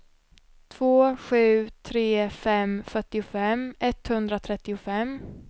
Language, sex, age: Swedish, female, 26